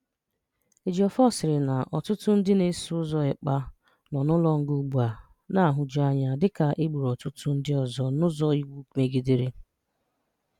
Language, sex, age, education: Igbo, female, 30-45, tertiary